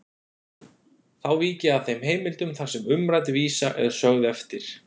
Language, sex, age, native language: Icelandic, male, 40-49, Icelandic